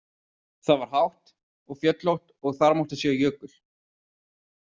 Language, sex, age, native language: Icelandic, male, 30-39, Icelandic